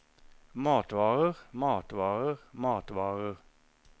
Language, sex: Norwegian, male